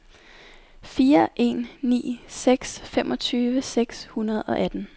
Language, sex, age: Danish, female, 19